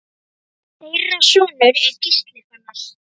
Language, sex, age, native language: Icelandic, female, 9, Icelandic